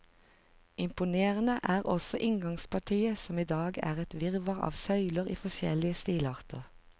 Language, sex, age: Norwegian, female, 45